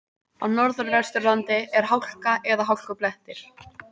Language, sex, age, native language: Icelandic, female, 18-19, Icelandic